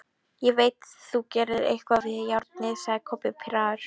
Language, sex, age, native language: Icelandic, female, 11, Polish